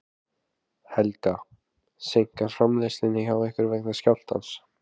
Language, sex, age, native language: Icelandic, male, 20-29, Icelandic